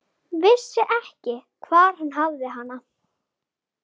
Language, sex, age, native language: Icelandic, female, 11, Icelandic